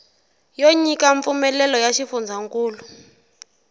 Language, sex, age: Tsonga, female, 23